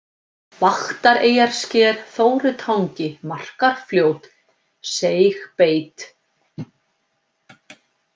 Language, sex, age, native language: Icelandic, female, 50-59, Icelandic